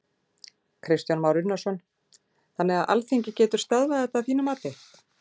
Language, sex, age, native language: Icelandic, female, 40-49, Icelandic